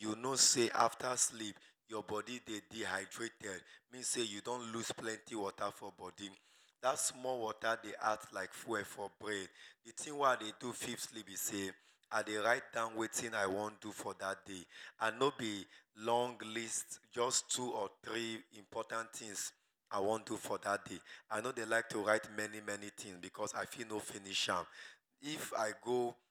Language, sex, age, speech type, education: Nigerian Pidgin, male, 30-45, spontaneous, tertiary